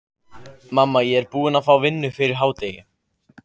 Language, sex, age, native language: Icelandic, other, 15, Icelandic